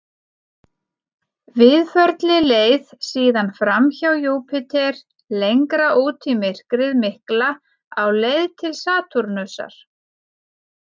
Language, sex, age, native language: Icelandic, female, 40-49, Icelandic